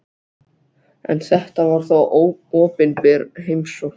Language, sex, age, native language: Icelandic, other, 12, Icelandic